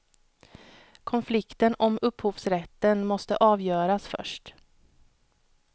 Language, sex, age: Swedish, female, 31